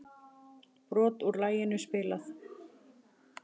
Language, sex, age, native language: Icelandic, female, 40-49, Icelandic